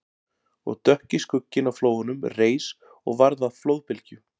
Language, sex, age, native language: Icelandic, male, 40-49, Icelandic